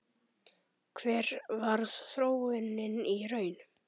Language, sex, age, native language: Icelandic, male, 10, Icelandic